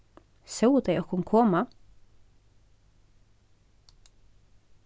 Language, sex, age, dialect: Faroese, female, 36-60, Norðurstreymoy/Eysturoy